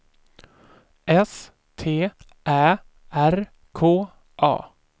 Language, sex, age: Swedish, male, 24